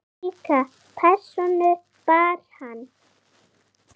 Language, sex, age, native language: Icelandic, female, 8, Icelandic